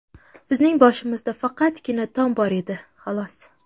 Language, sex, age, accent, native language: Uzbek, female, 25-34, Toshkent viloyati, Uzbek